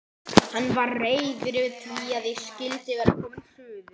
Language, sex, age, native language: Icelandic, male, 18-19, Icelandic